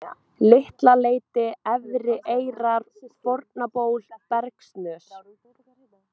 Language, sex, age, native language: Icelandic, female, 20-29, Icelandic